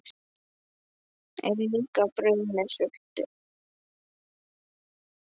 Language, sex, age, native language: Icelandic, male, 10, Icelandic